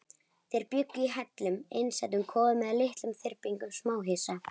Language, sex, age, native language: Icelandic, female, 11, Icelandic